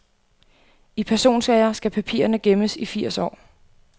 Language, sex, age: Danish, female, 28